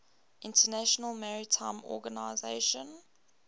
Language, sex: English, female